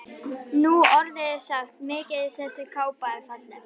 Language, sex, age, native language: Icelandic, female, 11, Icelandic